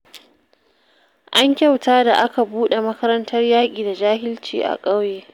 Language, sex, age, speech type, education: Hausa, female, 30-45, read, secondary